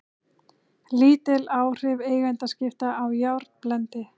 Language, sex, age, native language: Icelandic, female, 30-39, Icelandic